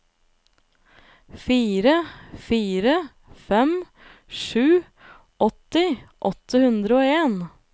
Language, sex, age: Norwegian, female, 25